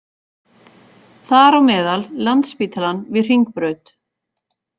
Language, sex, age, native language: Icelandic, female, 40-49, Icelandic